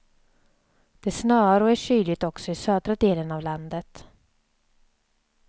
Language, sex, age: Swedish, female, 27